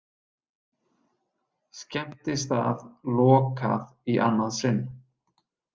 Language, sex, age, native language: Icelandic, male, 30-39, Icelandic